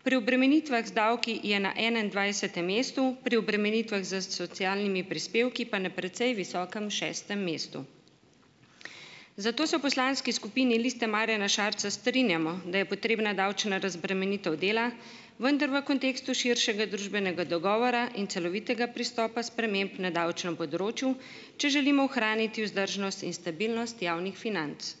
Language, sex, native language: Slovenian, female, Slovenian